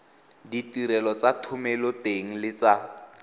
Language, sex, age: Tswana, male, 18